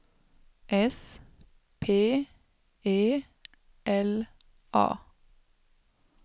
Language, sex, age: Swedish, female, 36